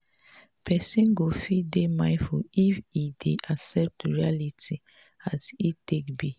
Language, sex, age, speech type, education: Nigerian Pidgin, female, 30-45, spontaneous, tertiary